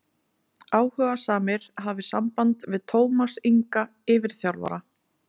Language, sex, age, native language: Icelandic, female, 20-29, Icelandic